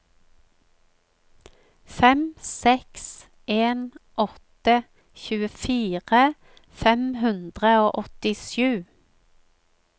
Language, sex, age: Norwegian, female, 45